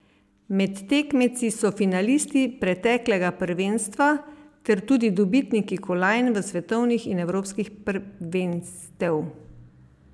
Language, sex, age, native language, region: Slovenian, female, 50-59, Slovenian, Savinja region